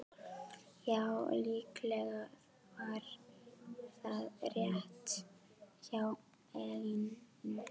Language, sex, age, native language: Icelandic, female, 12, Icelandic